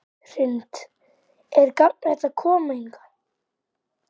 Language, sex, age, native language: Icelandic, male, 12, Icelandic